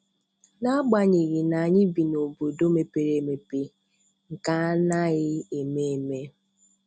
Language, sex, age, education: Igbo, female, 30-45, tertiary